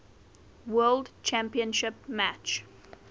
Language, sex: English, female